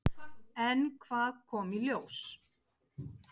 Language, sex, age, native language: Icelandic, female, 50-59, Icelandic